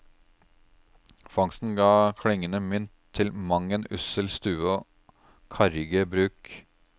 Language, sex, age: Norwegian, male, 36